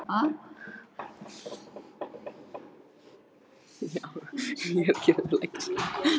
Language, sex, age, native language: Icelandic, male, 13, Icelandic